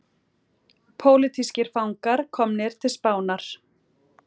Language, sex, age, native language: Icelandic, female, 40-49, Icelandic